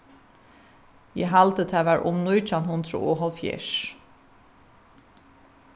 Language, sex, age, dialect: Faroese, female, 36-60, Suðuroy